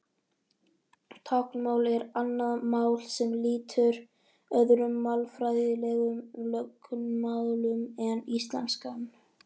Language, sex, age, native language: Icelandic, female, 30-39, Icelandic